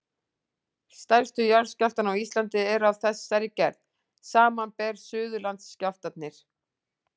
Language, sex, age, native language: Icelandic, female, 40-49, Icelandic